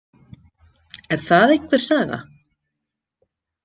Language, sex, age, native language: Icelandic, female, 50-59, Icelandic